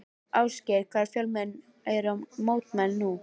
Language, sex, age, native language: Icelandic, female, 13, Icelandic